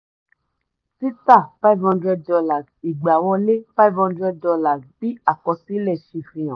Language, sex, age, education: Yoruba, female, 30-45, tertiary